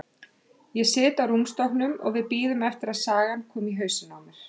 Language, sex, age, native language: Icelandic, female, 30-39, Icelandic